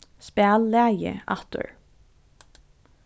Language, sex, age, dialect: Faroese, female, 15-35, Norðurstreymoy/Eysturoy